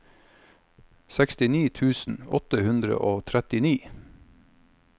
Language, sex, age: Norwegian, male, 45